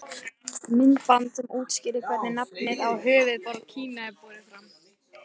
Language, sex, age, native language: Icelandic, female, 18-19, Icelandic